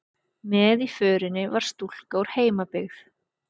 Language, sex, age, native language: Icelandic, female, 30-39, Icelandic